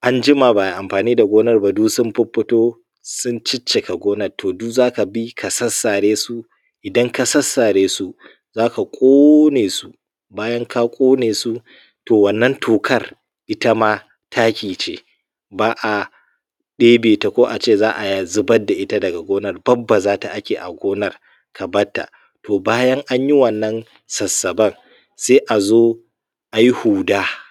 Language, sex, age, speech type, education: Hausa, male, 15-29, spontaneous, tertiary